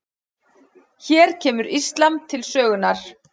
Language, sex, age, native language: Icelandic, female, 40-49, Icelandic